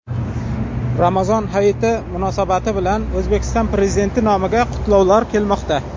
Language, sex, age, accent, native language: Uzbek, male, 40-49, Jizzax, Uzbek